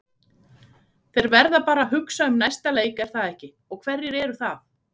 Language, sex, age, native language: Icelandic, female, 40-49, Icelandic